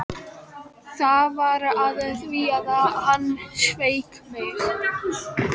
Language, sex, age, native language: Icelandic, female, 12, Icelandic